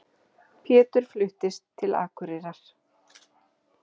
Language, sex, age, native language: Icelandic, female, 40-49, Icelandic